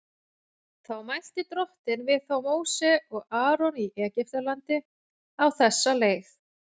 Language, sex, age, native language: Icelandic, female, 40-49, Icelandic